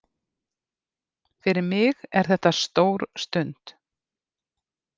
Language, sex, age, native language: Icelandic, female, 50-59, Icelandic